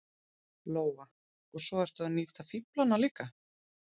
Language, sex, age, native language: Icelandic, female, 30-39, Icelandic